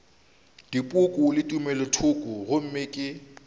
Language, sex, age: Northern Sotho, male, 29